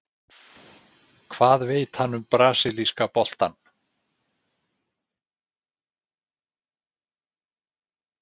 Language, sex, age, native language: Icelandic, male, 60-69, Icelandic